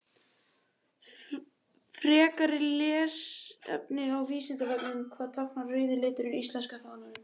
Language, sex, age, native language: Icelandic, male, 18-19, Icelandic